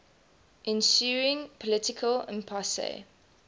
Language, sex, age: English, female, 20